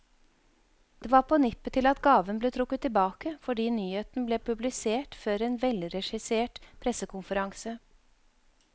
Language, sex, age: Norwegian, female, 52